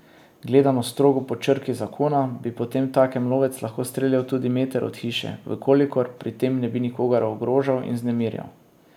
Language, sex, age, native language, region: Slovenian, male, 30-49, Slovenian, Drava region